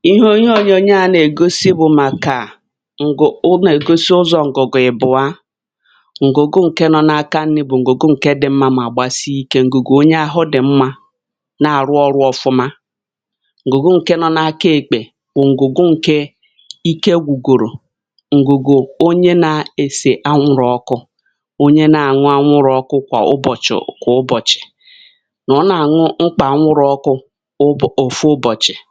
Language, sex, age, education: Igbo, female, 46-60, tertiary